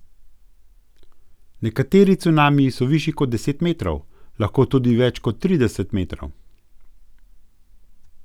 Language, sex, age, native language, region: Slovenian, male, 50-59, Slovenian, Gorenjska region